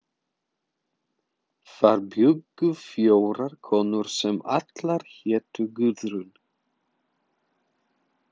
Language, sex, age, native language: Icelandic, male, 30-39, Polish